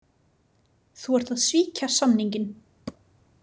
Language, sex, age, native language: Icelandic, female, 30-39, Icelandic